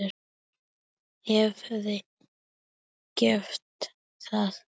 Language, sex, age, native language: Icelandic, female, 7, Icelandic